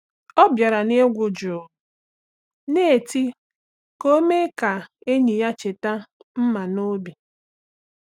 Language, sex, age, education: Igbo, female, 30-45, tertiary